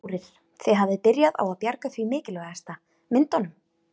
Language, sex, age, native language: Icelandic, female, 30-39, Icelandic